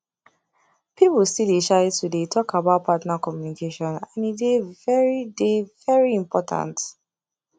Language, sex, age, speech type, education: Nigerian Pidgin, female, 15-29, spontaneous, tertiary